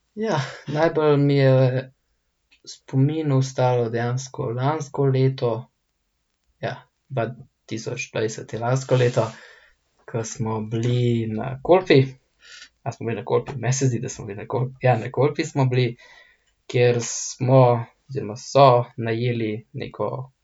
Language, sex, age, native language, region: Slovenian, male, 18-29, Slovenian, Central Slovenia